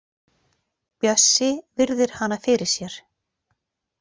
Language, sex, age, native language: Icelandic, female, 40-49, Icelandic